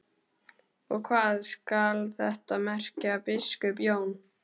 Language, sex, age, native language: Icelandic, male, 12, Icelandic